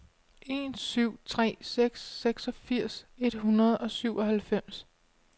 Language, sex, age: Danish, female, 25